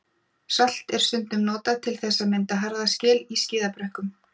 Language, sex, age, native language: Icelandic, female, 40-49, Icelandic